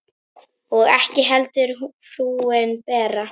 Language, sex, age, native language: Icelandic, female, 9, Icelandic